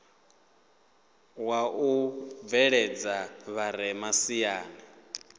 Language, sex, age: Venda, male, 28